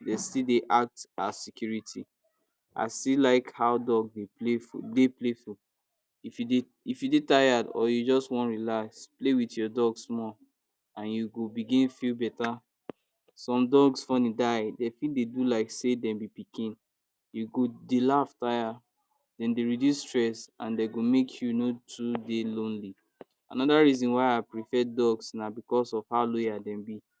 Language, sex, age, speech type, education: Nigerian Pidgin, male, 46-60, spontaneous, tertiary